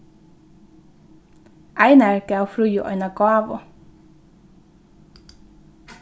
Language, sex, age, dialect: Faroese, female, 15-35, Norðurstreymoy/Eysturoy